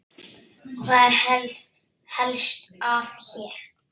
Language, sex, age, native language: Icelandic, male, 6, Icelandic